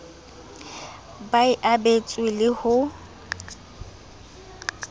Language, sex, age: Southern Sotho, female, 27